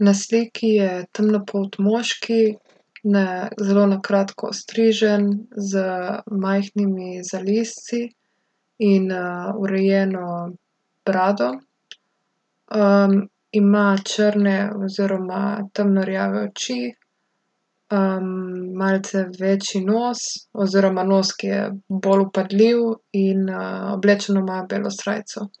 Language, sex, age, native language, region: Slovenian, female, 18-29, Slovenian, Gorica region